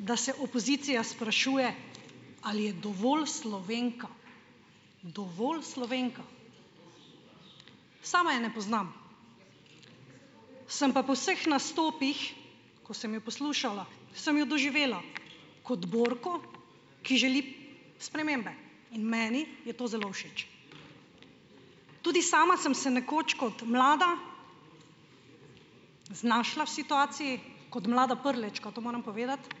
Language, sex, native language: Slovenian, female, Slovenian